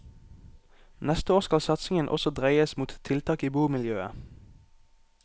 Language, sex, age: Norwegian, male, 18